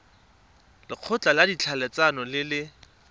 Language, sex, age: Tswana, male, 22